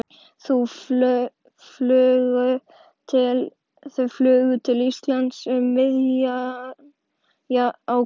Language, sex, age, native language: Icelandic, male, 11, Icelandic